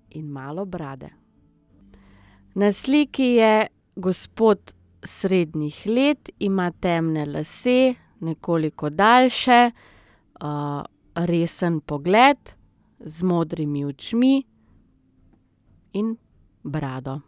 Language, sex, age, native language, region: Slovenian, female, 30-49, Slovenian, Southeast Slovenia